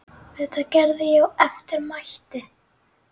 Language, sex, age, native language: Icelandic, female, 9, Icelandic